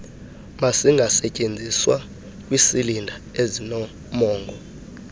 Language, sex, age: Xhosa, male, 35